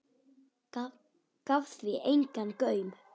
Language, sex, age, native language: Icelandic, female, 10, Icelandic